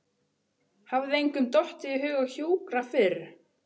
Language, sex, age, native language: Icelandic, male, 12, Icelandic